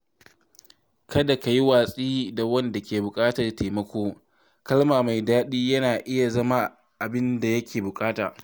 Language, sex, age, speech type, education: Hausa, male, 15-29, read, secondary